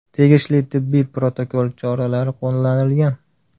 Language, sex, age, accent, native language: Uzbek, male, 19-29, Farg'ona, Uzbek